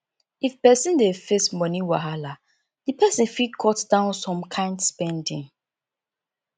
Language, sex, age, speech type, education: Nigerian Pidgin, female, 15-29, spontaneous, tertiary